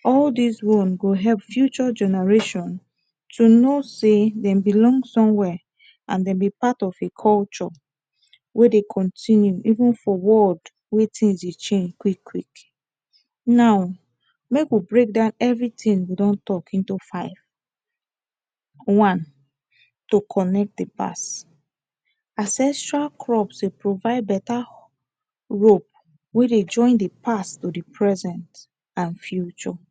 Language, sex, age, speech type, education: Nigerian Pidgin, female, 15-29, spontaneous, tertiary